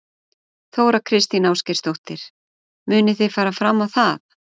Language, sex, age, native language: Icelandic, female, 40-49, Icelandic